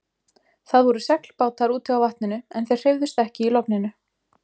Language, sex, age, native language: Icelandic, female, 20-29, Icelandic